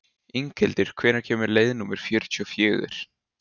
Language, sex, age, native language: Icelandic, male, 15, Icelandic